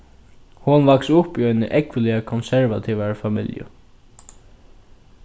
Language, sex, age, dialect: Faroese, male, 15-35, Norðurstreymoy/Eysturoy